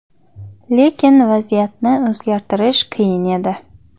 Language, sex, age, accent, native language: Uzbek, female, 25-34, Xorazm, Uzbek